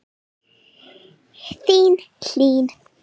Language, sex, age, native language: Icelandic, female, 9, Icelandic